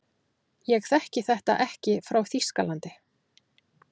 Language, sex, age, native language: Icelandic, female, 40-49, Icelandic